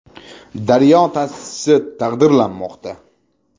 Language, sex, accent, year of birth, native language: Uzbek, male, Jizzax, 1999, Uzbek